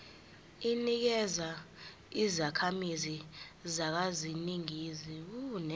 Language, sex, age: Zulu, female, 18